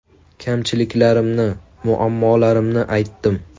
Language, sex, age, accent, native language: Uzbek, male, 19-29, Toshkent viloyati, Uzbek